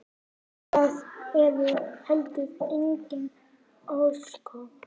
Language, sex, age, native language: Icelandic, male, 9, Icelandic